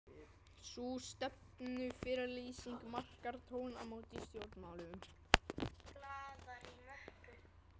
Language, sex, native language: Icelandic, other, Icelandic